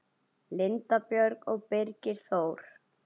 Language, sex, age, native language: Icelandic, male, 9, Icelandic